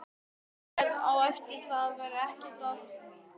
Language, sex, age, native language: Icelandic, male, 12, Icelandic